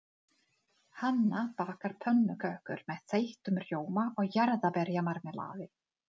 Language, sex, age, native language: Icelandic, female, 40-49, Czech